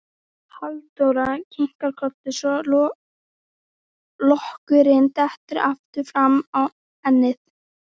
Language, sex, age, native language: Icelandic, female, 13, Icelandic